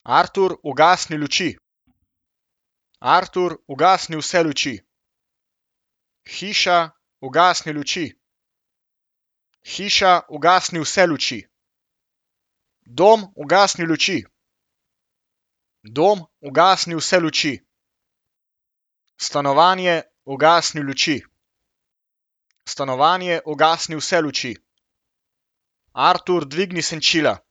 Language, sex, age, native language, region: Slovenian, male, 18-29, Slovenian, Central Slovenia